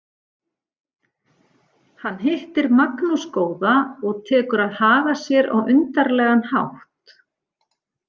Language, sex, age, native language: Icelandic, female, 40-49, Icelandic